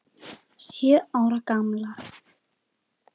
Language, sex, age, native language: Icelandic, male, 7, Icelandic